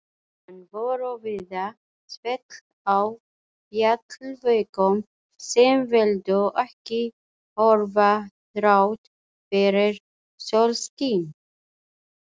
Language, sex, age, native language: Icelandic, female, 40-49, Icelandic